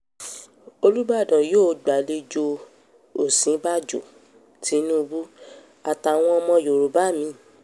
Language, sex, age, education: Yoruba, female, 15-29, tertiary